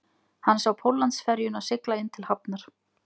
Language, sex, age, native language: Icelandic, female, 20-29, Icelandic